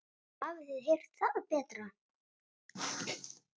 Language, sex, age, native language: Icelandic, female, 8, Icelandic